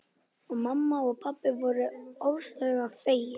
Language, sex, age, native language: Icelandic, male, 11, Icelandic